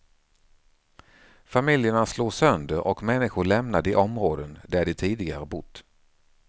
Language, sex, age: Swedish, male, 49